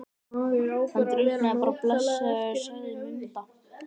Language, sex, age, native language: Icelandic, male, 12, Icelandic